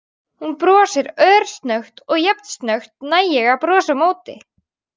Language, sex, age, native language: Icelandic, female, 18-19, Icelandic